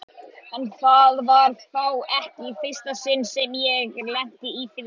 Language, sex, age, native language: Icelandic, male, 18-19, Icelandic